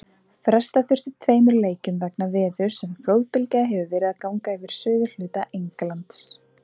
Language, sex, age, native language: Icelandic, female, 20-29, Icelandic